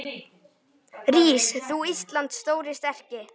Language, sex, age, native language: Icelandic, male, 9, Icelandic